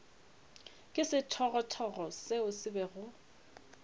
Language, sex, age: Northern Sotho, female, 25